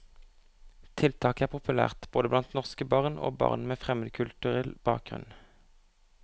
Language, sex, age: Norwegian, male, 25